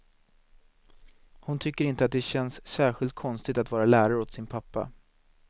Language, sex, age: Swedish, male, 19